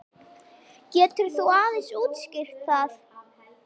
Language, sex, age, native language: Icelandic, female, 10, Icelandic